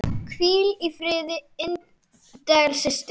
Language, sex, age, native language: Icelandic, female, 10, Icelandic